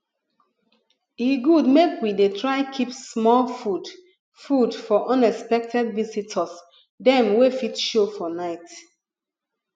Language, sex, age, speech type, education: Nigerian Pidgin, female, 30-45, spontaneous, tertiary